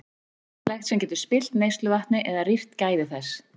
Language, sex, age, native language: Icelandic, female, 40-49, Icelandic